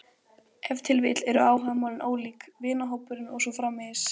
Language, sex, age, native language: Icelandic, female, 12, Icelandic